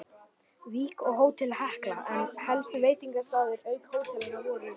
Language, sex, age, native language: Icelandic, male, 11, Icelandic